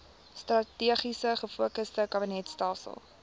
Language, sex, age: Afrikaans, female, 18